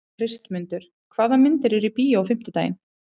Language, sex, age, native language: Icelandic, female, 30-39, Icelandic